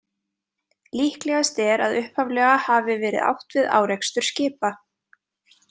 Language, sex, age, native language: Icelandic, female, 20-29, Icelandic